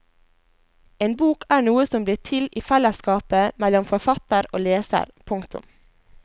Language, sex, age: Norwegian, female, 21